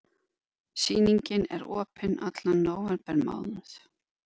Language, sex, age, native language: Icelandic, female, 50-59, Icelandic